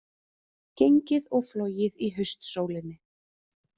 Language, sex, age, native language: Icelandic, female, 30-39, Icelandic